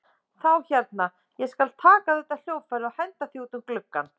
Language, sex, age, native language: Icelandic, female, 30-39, Icelandic